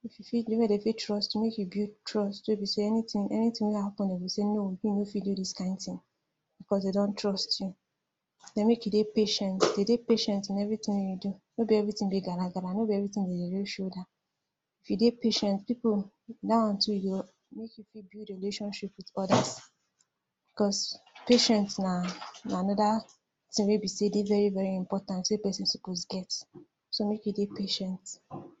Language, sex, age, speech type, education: Nigerian Pidgin, female, 46-60, spontaneous, tertiary